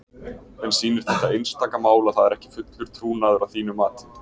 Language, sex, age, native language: Icelandic, male, 20-29, Icelandic